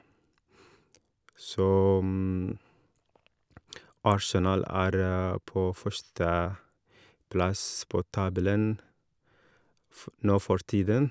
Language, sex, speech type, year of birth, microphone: Norwegian, male, spontaneous, 1983, Shure